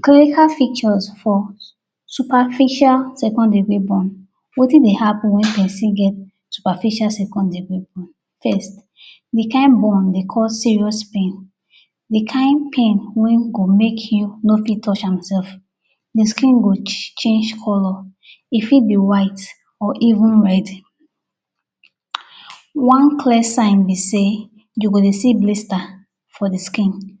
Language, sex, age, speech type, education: Nigerian Pidgin, female, 46-60, spontaneous, tertiary